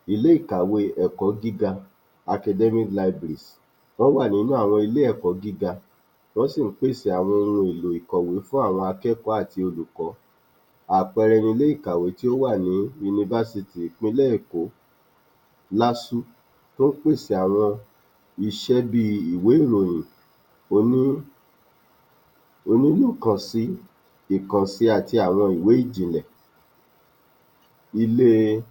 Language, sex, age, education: Yoruba, male, 46-60, tertiary